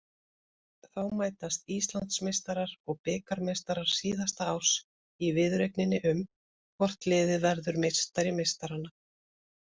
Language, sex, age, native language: Icelandic, female, 50-59, Icelandic